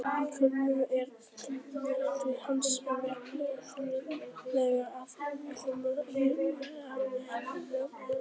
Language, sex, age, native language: Icelandic, female, 50-59, Icelandic